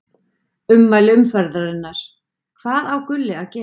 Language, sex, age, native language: Icelandic, female, 40-49, Icelandic